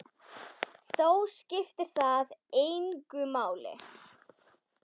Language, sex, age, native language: Icelandic, female, 10, Icelandic